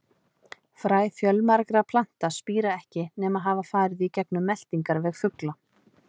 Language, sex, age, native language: Icelandic, female, 30-39, Icelandic